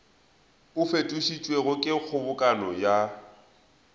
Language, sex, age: Northern Sotho, male, 20